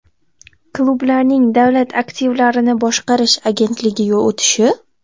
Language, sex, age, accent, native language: Uzbek, female, 12-17, Toshkent viloyati, Uzbek